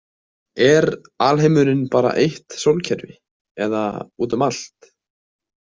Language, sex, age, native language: Icelandic, male, 20-29, Icelandic